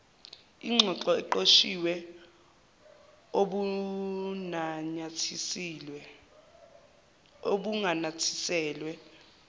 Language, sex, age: Zulu, male, 23